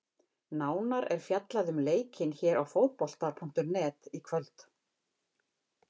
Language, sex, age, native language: Icelandic, female, 50-59, Icelandic